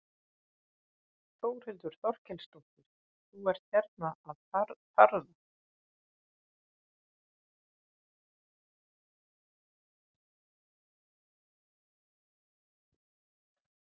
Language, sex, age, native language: Icelandic, female, 50-59, Icelandic